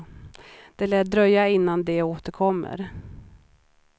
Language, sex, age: Swedish, female, 39